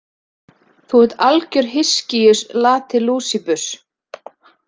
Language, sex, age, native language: Icelandic, female, 30-39, Icelandic